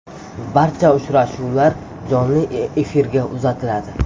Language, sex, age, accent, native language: Uzbek, male, under 19, Samarqand, Uzbek